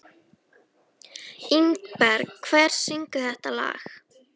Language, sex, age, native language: Icelandic, female, 13, Icelandic